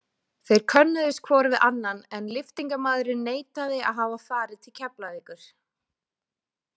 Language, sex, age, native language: Icelandic, female, 20-29, Icelandic